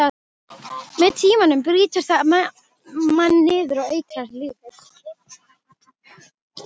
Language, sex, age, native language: Icelandic, female, 12, Icelandic